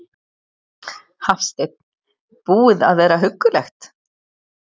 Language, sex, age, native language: Icelandic, female, 60-69, Icelandic